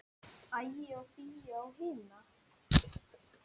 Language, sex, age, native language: Icelandic, male, 10, Icelandic